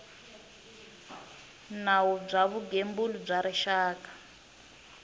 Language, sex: Tsonga, female